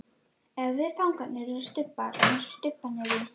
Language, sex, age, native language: Icelandic, female, 12, Icelandic